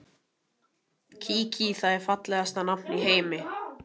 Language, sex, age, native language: Icelandic, male, 18-19, Romanian